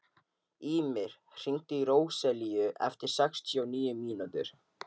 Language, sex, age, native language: Icelandic, male, 13, Icelandic